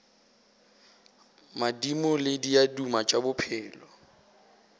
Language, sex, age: Northern Sotho, male, 18